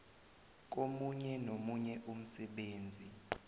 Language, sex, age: South Ndebele, male, 20